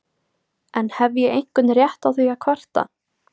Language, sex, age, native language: Icelandic, female, 18-19, Icelandic